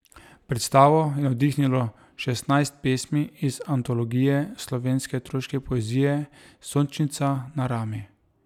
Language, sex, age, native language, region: Slovenian, male, 30-49, Slovenian, Drava region